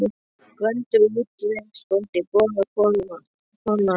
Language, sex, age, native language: Icelandic, male, 13, Icelandic